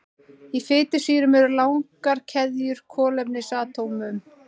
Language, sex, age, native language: Icelandic, female, 30-39, Icelandic